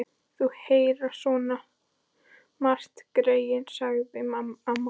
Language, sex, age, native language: Icelandic, female, 14, Icelandic